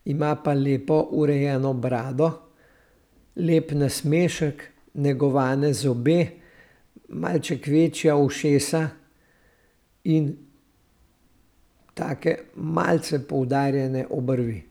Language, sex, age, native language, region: Slovenian, male, 60+, Slovenian, Central Slovenia